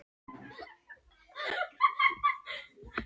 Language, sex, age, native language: Icelandic, female, 18-19, Icelandic